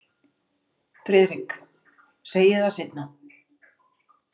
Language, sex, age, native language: Icelandic, female, 40-49, Icelandic